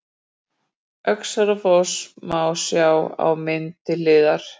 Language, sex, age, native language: Icelandic, female, 40-49, Icelandic